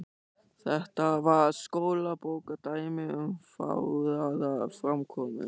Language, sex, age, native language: Icelandic, male, 14, German